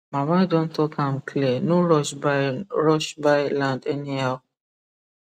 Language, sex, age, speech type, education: Nigerian Pidgin, male, 15-29, spontaneous, tertiary